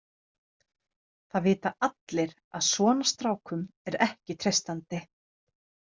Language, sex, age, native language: Icelandic, female, 30-39, Icelandic